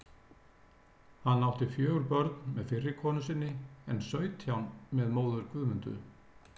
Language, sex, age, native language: Icelandic, male, 60-69, Icelandic